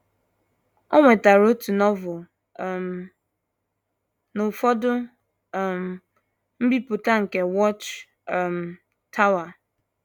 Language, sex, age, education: Igbo, female, 15-29, tertiary